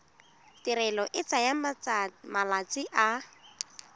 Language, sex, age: Tswana, female, 19